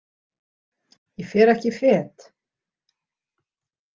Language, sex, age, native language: Icelandic, female, 60-69, Icelandic